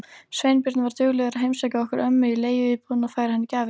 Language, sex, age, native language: Icelandic, female, 40-49, Icelandic